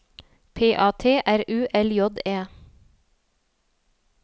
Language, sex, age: Norwegian, female, 27